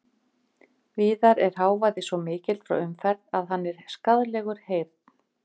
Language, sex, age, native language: Icelandic, female, 50-59, Icelandic